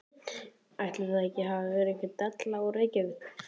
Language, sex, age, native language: Icelandic, male, 14, Icelandic